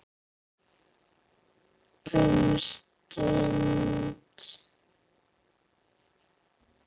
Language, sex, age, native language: Icelandic, female, 8, Icelandic